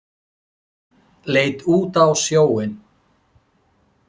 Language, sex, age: Icelandic, male, 40-49